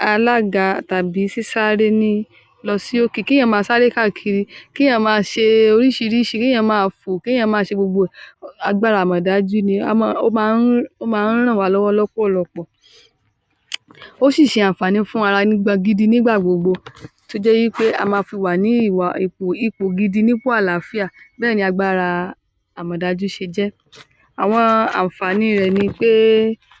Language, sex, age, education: Yoruba, male, 15-29, tertiary